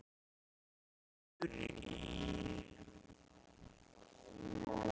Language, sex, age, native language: Icelandic, male, 13, Icelandic